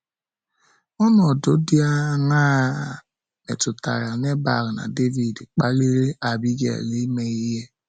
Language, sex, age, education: Igbo, male, 15-29, secondary